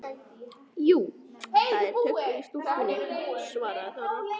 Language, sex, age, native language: Icelandic, female, 14, Icelandic